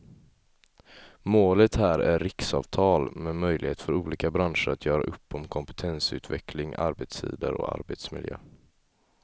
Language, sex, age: Swedish, male, 18